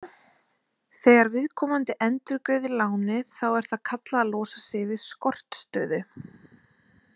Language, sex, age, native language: Icelandic, female, 20-29, Icelandic